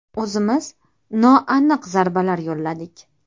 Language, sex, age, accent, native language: Uzbek, female, 25-34, Toshkent shahri, Uzbek